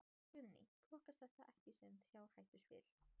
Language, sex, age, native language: Icelandic, female, 14, Icelandic